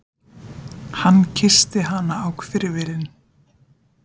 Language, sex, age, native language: Icelandic, female, 20-29, Icelandic